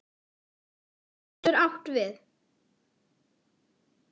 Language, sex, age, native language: Icelandic, female, 10, Icelandic